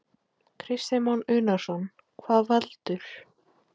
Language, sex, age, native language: Icelandic, female, 18-19, Icelandic